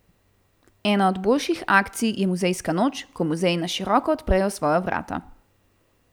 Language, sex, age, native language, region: Slovenian, female, 18-29, Slovenian, Central Slovenia